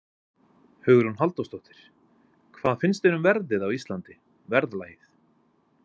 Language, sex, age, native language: Icelandic, male, 20-29, Icelandic